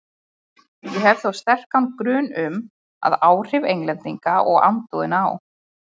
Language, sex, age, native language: Icelandic, female, 20-29, Icelandic